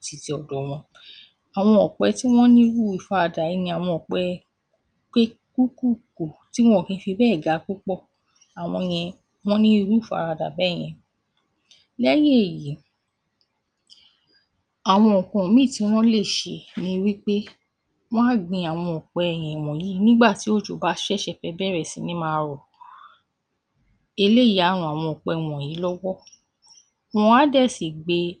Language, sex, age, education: Yoruba, female, 46-60, tertiary